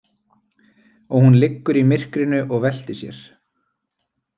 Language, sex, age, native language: Icelandic, male, 20-29, Icelandic